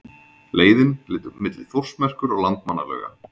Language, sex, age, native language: Icelandic, male, 20-29, Icelandic